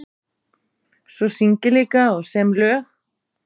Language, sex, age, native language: Icelandic, female, 30-39, Icelandic